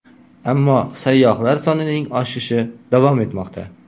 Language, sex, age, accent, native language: Uzbek, male, 18-24, Qoraqalpog'iston, Uzbek